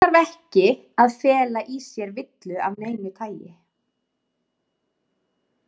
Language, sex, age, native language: Icelandic, female, 30-39, Icelandic